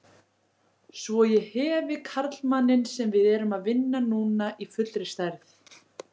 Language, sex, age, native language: Icelandic, female, 40-49, Icelandic